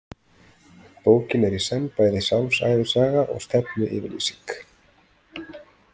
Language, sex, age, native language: Icelandic, male, 30-39, Icelandic